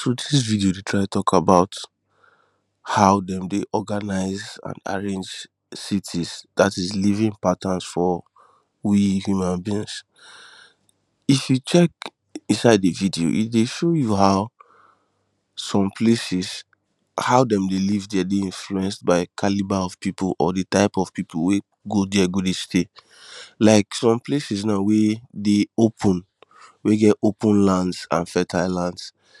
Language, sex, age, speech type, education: Nigerian Pidgin, male, 15-29, spontaneous, tertiary